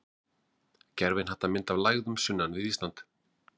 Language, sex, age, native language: Icelandic, male, 40-49, Icelandic